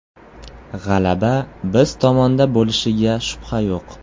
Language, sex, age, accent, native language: Uzbek, male, 18-24, Qoraqalpog'iston, Uzbek